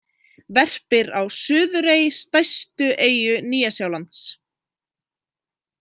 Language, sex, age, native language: Icelandic, female, 20-29, Icelandic